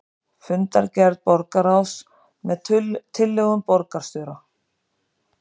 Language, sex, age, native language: Icelandic, female, 50-59, Icelandic